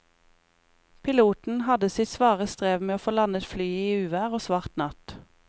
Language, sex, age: Norwegian, female, 28